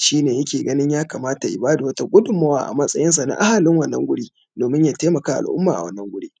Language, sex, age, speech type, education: Hausa, male, 30-45, spontaneous, tertiary